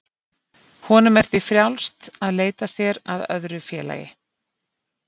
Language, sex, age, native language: Icelandic, female, 50-59, Icelandic